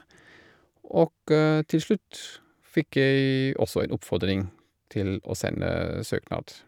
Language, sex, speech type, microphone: Norwegian, male, spontaneous, Shure